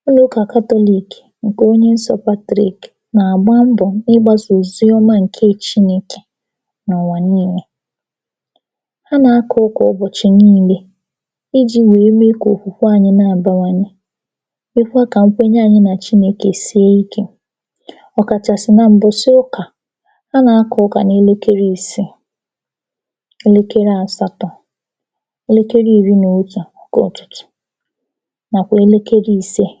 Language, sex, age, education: Igbo, female, 15-29, tertiary